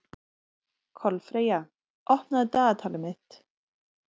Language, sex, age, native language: Icelandic, female, 30-39, Icelandic